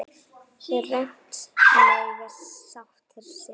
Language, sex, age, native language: Icelandic, female, 9, Icelandic